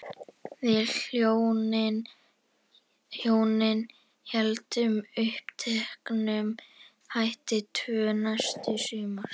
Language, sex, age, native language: Icelandic, female, 11, Icelandic